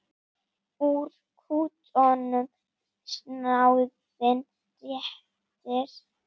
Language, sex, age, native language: Icelandic, female, 8, Icelandic